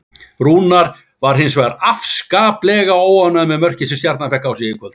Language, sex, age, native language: Icelandic, male, 40-49, Icelandic